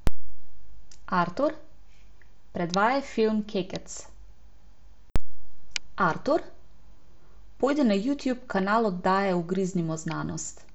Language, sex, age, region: Slovenian, female, 18-29, Abroad